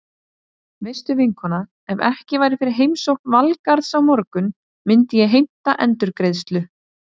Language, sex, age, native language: Icelandic, female, 30-39, Icelandic